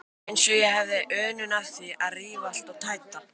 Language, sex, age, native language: Icelandic, male, 18-19, Icelandic